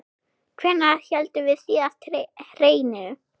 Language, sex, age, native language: Icelandic, male, 6, Icelandic